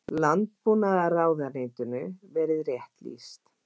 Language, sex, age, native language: Icelandic, female, 50-59, Icelandic